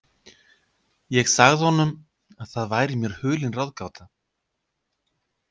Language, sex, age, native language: Icelandic, male, 50-59, Icelandic